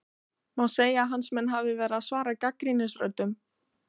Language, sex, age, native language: Icelandic, female, 18-19, Icelandic